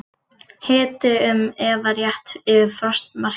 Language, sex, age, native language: Icelandic, female, 40-49, Icelandic